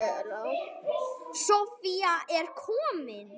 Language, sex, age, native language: Icelandic, male, 9, Icelandic